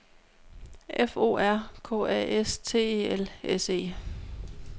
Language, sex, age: Danish, female, 32